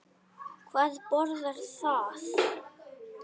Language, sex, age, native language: Icelandic, male, 8, Icelandic